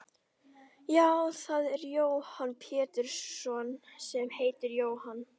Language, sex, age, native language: Icelandic, female, 11, Icelandic